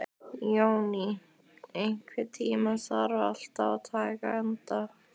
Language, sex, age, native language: Icelandic, female, 15, Icelandic